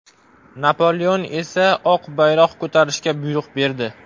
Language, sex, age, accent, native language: Uzbek, male, 18-24, Farg'ona, Uzbek